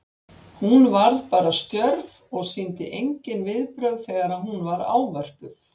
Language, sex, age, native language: Icelandic, female, 60-69, Icelandic